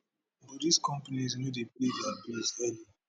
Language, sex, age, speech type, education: Nigerian Pidgin, male, 30-45, spontaneous, tertiary